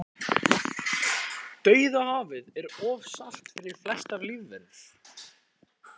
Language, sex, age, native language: Icelandic, male, 18-19, Icelandic